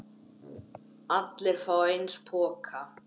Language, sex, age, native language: Icelandic, male, 10, Icelandic